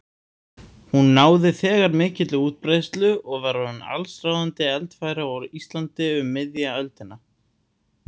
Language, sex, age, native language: Icelandic, male, 18-19, Icelandic